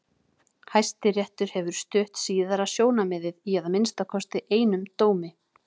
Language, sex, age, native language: Icelandic, female, 30-39, Icelandic